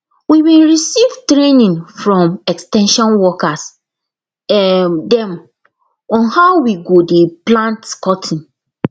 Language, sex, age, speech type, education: Nigerian Pidgin, female, 15-29, spontaneous, tertiary